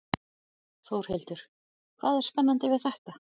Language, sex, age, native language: Icelandic, other, 40-49, Icelandic